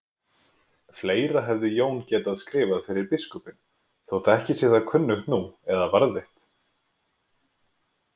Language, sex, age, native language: Icelandic, male, 20-29, Icelandic